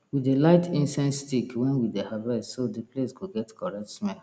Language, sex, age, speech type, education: Nigerian Pidgin, female, 30-45, spontaneous, tertiary